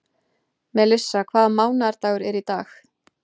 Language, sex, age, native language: Icelandic, female, 20-29, Icelandic